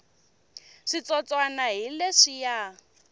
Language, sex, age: Tsonga, female, 21